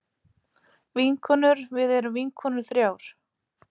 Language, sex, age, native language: Icelandic, female, 30-39, Icelandic